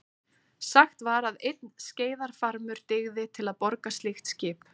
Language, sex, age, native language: Icelandic, female, 30-39, Icelandic